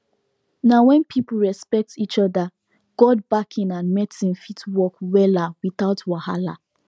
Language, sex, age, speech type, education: Nigerian Pidgin, female, 15-29, spontaneous, tertiary